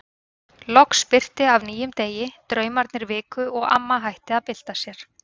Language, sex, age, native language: Icelandic, female, 30-39, Icelandic